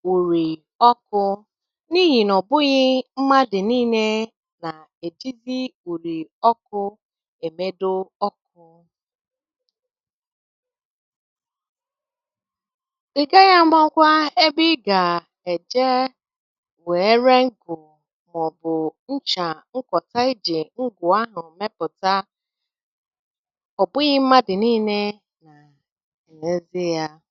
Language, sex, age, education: Igbo, female, 30-45, tertiary